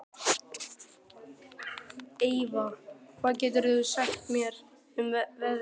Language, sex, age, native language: Icelandic, male, 12, Icelandic